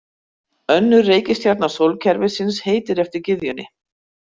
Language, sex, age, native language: Icelandic, female, 60-69, Icelandic